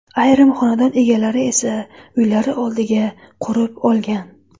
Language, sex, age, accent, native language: Uzbek, female, 25-34, Qashqadaryo, Uzbek